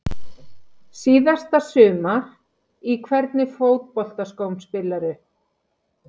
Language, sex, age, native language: Icelandic, female, 50-59, Icelandic